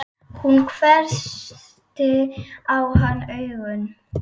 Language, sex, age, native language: Icelandic, female, 8, Icelandic